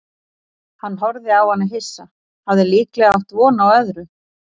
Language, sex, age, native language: Icelandic, female, 40-49, Icelandic